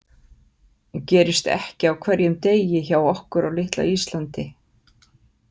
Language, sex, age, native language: Icelandic, female, 50-59, Icelandic